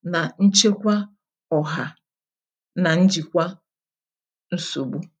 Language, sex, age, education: Igbo, female, 30-45, tertiary